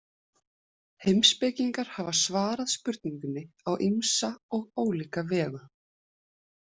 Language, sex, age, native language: Icelandic, female, 20-29, Icelandic